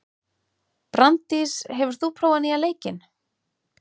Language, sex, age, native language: Icelandic, female, 30-39, Icelandic